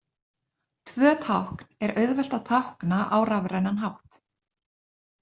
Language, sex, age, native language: Icelandic, female, 30-39, Icelandic